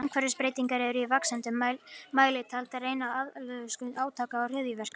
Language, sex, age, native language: Icelandic, female, 50-59, Icelandic